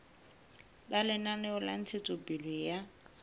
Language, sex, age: Southern Sotho, female, 22